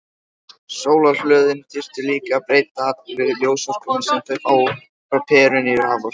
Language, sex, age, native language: Icelandic, male, 18-19, Icelandic